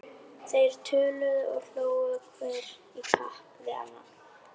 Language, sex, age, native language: Icelandic, female, 11, Icelandic